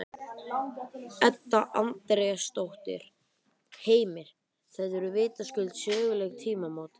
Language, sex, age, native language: Icelandic, other, 12, Icelandic